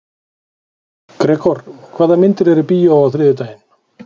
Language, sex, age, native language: Icelandic, male, 40-49, Icelandic